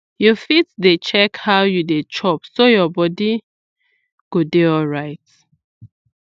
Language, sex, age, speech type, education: Nigerian Pidgin, female, 15-29, spontaneous, tertiary